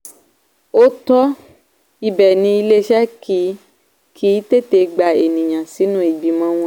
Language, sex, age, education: Yoruba, female, 15-29, tertiary